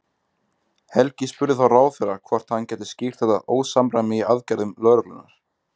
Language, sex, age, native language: Icelandic, male, 20-29, Icelandic